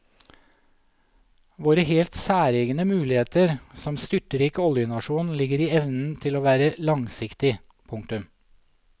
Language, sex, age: Norwegian, male, 47